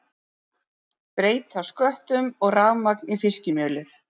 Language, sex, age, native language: Icelandic, female, 40-49, Icelandic